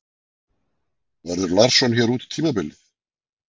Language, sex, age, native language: Icelandic, male, 40-49, Icelandic